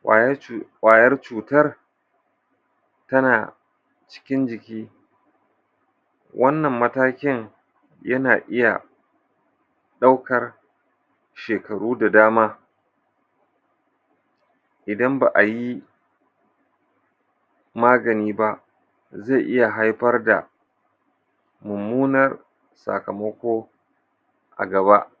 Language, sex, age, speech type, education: Hausa, male, 46-60, spontaneous, tertiary